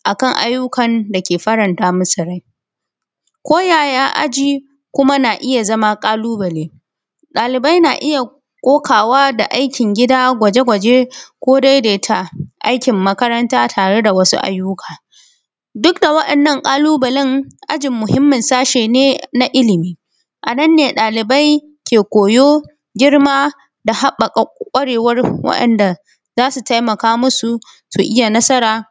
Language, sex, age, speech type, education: Hausa, female, 15-29, spontaneous, secondary